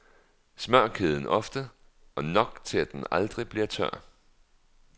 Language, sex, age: Danish, male, 39